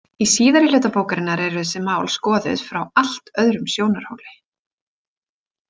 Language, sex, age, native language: Icelandic, female, 40-49, Icelandic